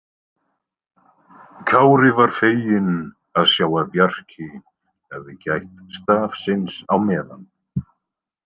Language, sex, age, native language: Icelandic, male, 20-29, Icelandic